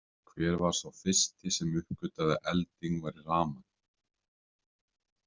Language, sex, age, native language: Icelandic, male, 30-39, Icelandic